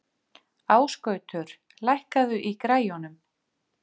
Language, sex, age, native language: Icelandic, female, 50-59, Icelandic